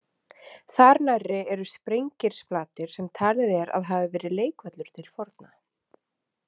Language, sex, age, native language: Icelandic, female, 30-39, Icelandic